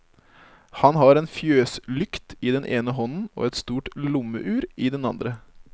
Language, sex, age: Norwegian, male, 25